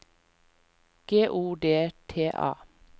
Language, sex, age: Norwegian, female, 45